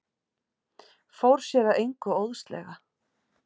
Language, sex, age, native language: Icelandic, female, 40-49, Icelandic